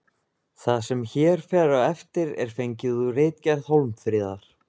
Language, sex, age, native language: Icelandic, male, 20-29, Icelandic